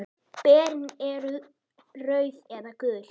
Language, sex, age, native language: Icelandic, female, 8, Icelandic